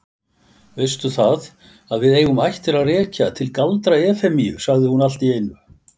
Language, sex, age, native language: Icelandic, male, 60-69, Icelandic